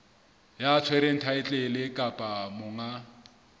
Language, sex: Southern Sotho, male